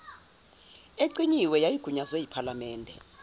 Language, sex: Zulu, female